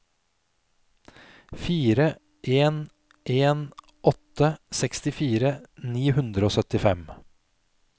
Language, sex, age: Norwegian, male, 46